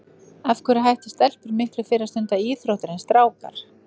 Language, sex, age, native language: Icelandic, female, 50-59, Icelandic